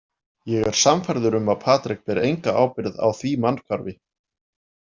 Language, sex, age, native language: Icelandic, male, 40-49, Icelandic